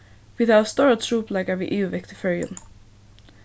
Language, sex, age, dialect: Faroese, female, 15-35, Suðurstreymoy